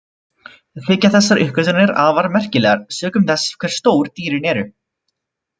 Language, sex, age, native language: Icelandic, male, 20-29, Icelandic